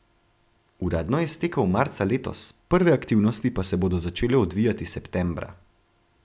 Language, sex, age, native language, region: Slovenian, male, 18-29, Slovenian, Gorenjska region